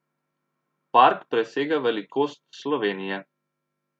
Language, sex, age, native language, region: Slovenian, male, 30-49, Slovenian, Central Slovenia